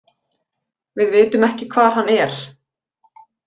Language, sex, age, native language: Icelandic, female, 20-29, Icelandic